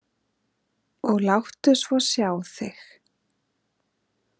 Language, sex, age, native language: Icelandic, female, 30-39, Icelandic